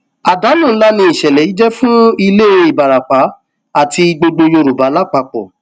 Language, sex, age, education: Yoruba, male, 15-29, tertiary